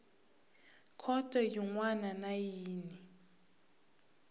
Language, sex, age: Tsonga, female, 21